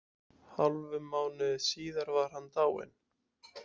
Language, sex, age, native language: Icelandic, male, 20-29, Icelandic